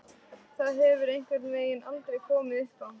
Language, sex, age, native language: Icelandic, female, 13, Icelandic